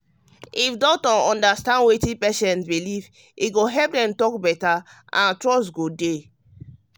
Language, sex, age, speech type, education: Nigerian Pidgin, male, 30-45, spontaneous, tertiary